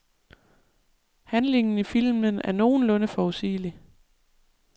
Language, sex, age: Danish, female, 37